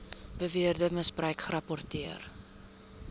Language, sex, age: Afrikaans, female, 22